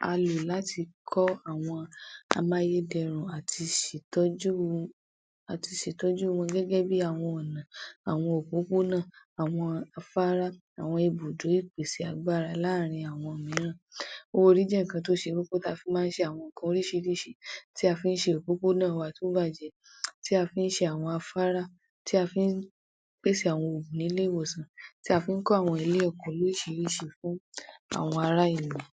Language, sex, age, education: Yoruba, male, 15-29, tertiary